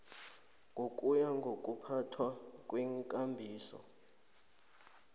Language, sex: South Ndebele, male